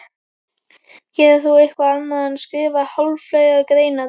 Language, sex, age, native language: Icelandic, female, 12, Icelandic